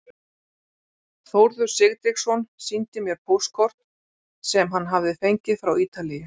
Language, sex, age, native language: Icelandic, female, 40-49, Icelandic